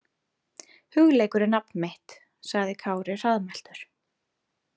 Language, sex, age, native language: Icelandic, female, 30-39, Icelandic